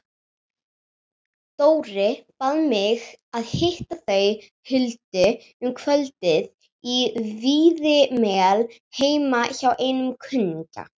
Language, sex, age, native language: Icelandic, female, 40-49, Icelandic